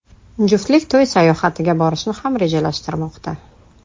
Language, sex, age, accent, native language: Uzbek, female, 35+, Toshkent shahri, Uzbek